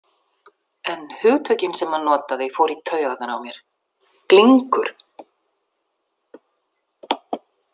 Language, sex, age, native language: Icelandic, female, 60-69, Icelandic